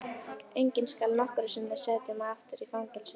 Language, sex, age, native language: Icelandic, female, 11, Icelandic